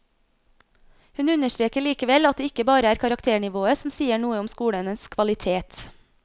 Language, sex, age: Norwegian, female, 26